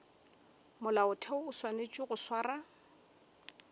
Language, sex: Northern Sotho, female